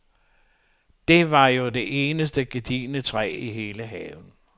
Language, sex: Danish, male